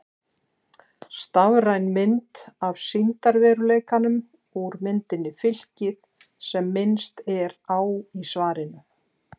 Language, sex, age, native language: Icelandic, female, 60-69, Icelandic